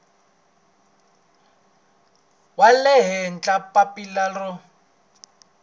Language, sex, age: Tsonga, male, 26